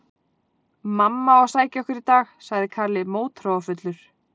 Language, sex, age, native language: Icelandic, female, 40-49, Icelandic